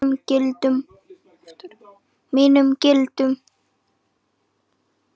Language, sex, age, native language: Icelandic, male, 7, Icelandic